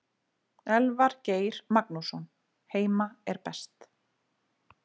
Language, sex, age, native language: Icelandic, female, 40-49, Icelandic